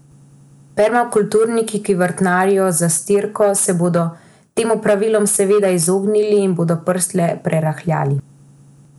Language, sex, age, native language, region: Slovenian, female, 18-29, Slovenian, Central Slovenia